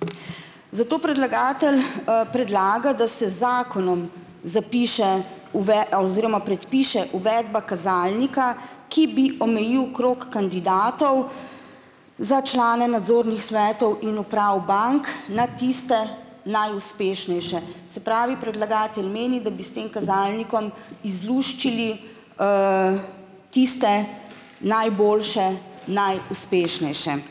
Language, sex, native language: Slovenian, female, Slovenian